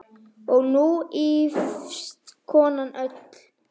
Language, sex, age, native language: Icelandic, female, 5, Icelandic